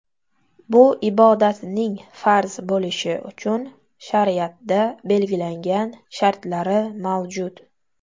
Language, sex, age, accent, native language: Uzbek, female, 18-24, Toshkent viloyati, Uzbek